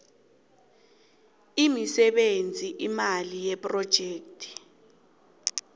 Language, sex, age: South Ndebele, female, 26